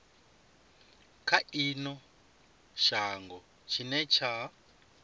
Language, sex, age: Venda, male, 25